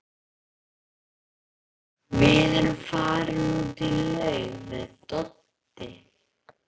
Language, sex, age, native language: Icelandic, male, 11, Icelandic